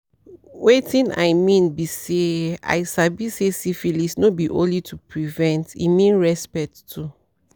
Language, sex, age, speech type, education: Nigerian Pidgin, female, 30-45, spontaneous, tertiary